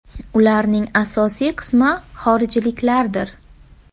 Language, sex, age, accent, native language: Uzbek, female, 18-24, Toshkent viloyati, Uzbek